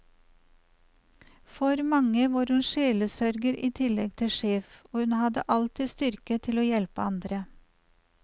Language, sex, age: Norwegian, female, 54